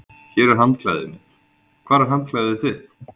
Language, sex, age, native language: Icelandic, male, 20-29, Icelandic